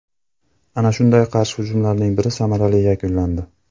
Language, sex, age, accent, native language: Uzbek, male, 25-34, Andijon, Uzbek